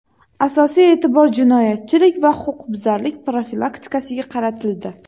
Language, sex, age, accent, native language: Uzbek, female, 18-24, Toshkent shahri, Uzbek